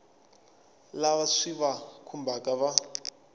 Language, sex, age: Tsonga, male, 24